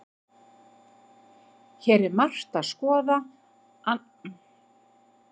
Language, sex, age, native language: Icelandic, female, 50-59, Icelandic